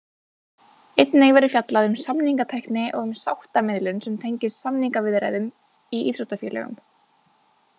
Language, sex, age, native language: Icelandic, female, 20-29, Icelandic